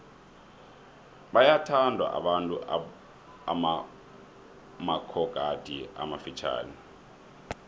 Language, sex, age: South Ndebele, male, 23